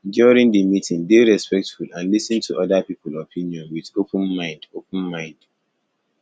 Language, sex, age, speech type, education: Nigerian Pidgin, male, 15-29, spontaneous, tertiary